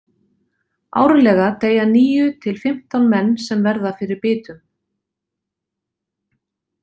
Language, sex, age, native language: Icelandic, female, 40-49, Icelandic